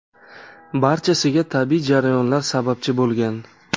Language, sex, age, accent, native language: Uzbek, male, 18-24, Toshkent shahri, Uzbek